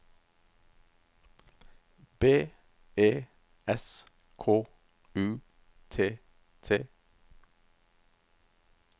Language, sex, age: Norwegian, male, 51